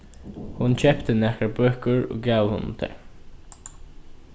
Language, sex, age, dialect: Faroese, male, 15-35, Norðurstreymoy/Eysturoy